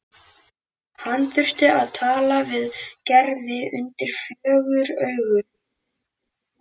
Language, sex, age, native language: Icelandic, male, 11, Icelandic